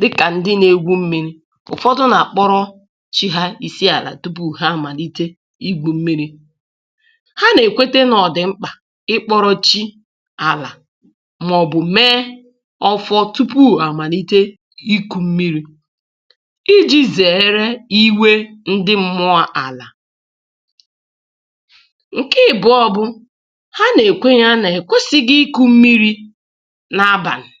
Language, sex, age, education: Igbo, female, 30-45, tertiary